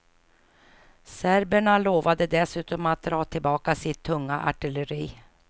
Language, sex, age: Swedish, female, 49